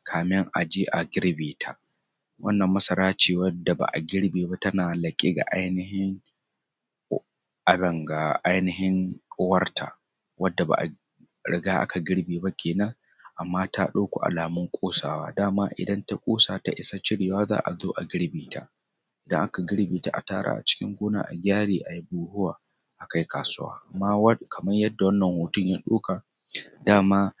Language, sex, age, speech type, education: Hausa, male, 30-45, spontaneous, tertiary